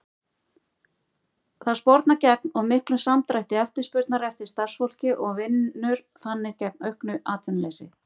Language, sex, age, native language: Icelandic, female, 50-59, Icelandic